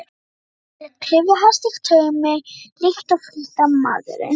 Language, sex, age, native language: Icelandic, female, 12, Icelandic